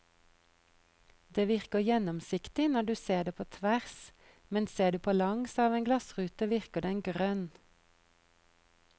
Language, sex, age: Norwegian, female, 43